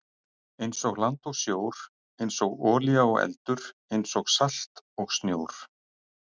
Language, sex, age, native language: Icelandic, male, 60-69, Icelandic